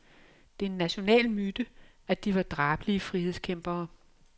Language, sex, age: Danish, female, 56